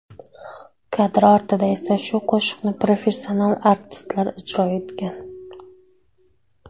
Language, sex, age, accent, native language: Uzbek, female, 19-29, Surxondaryo, Uzbek